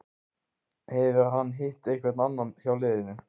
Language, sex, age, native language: Icelandic, male, 15, Icelandic